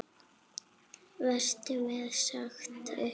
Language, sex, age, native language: Icelandic, female, 8, Icelandic